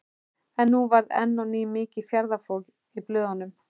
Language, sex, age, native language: Icelandic, male, 11, Icelandic